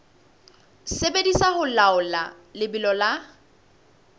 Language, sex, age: Southern Sotho, female, 20